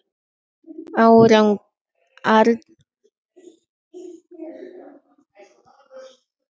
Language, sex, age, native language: Icelandic, female, 11, Icelandic